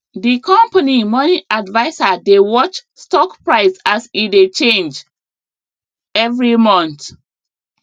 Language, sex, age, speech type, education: Nigerian Pidgin, female, 30-45, spontaneous, tertiary